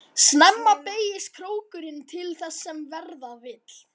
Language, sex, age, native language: Icelandic, male, 18-19, Icelandic